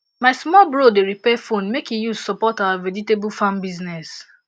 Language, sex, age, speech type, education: Nigerian Pidgin, female, 15-29, spontaneous, tertiary